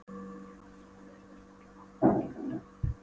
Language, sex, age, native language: Icelandic, female, 12, Polish